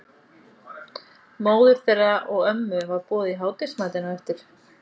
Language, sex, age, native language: Icelandic, female, 40-49, Icelandic